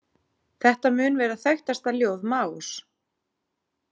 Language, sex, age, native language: Icelandic, female, 40-49, Icelandic